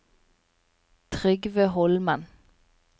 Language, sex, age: Norwegian, female, 27